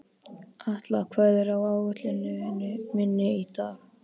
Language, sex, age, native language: Icelandic, male, 12, Icelandic